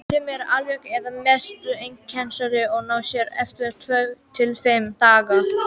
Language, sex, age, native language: Icelandic, female, 18-19, Icelandic